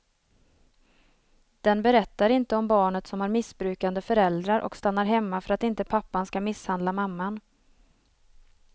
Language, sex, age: Swedish, female, 27